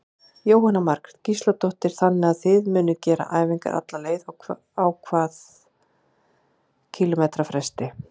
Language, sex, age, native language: Icelandic, female, 40-49, Icelandic